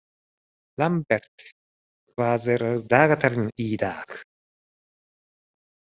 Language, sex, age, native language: Icelandic, male, 30-39, Japanese